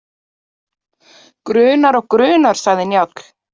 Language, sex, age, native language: Icelandic, female, 30-39, Icelandic